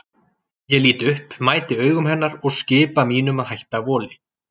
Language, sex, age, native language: Icelandic, male, 40-49, Icelandic